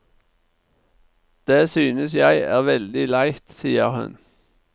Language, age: Norwegian, 49